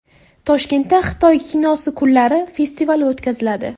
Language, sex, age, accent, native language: Uzbek, female, 18-24, Buxoro, Uzbek